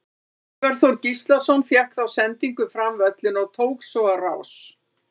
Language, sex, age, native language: Icelandic, female, 60-69, Icelandic